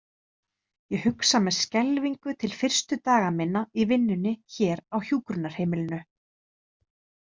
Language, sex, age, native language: Icelandic, female, 30-39, Icelandic